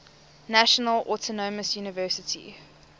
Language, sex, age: English, female, 24